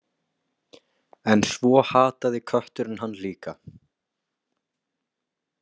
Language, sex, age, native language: Icelandic, male, 20-29, Icelandic